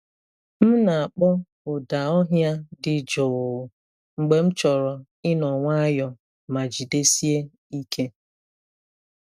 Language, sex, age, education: Igbo, female, 30-45, tertiary